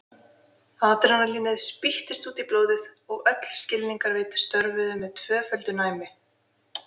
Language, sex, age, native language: Icelandic, female, 20-29, Icelandic